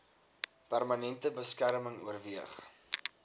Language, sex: Afrikaans, male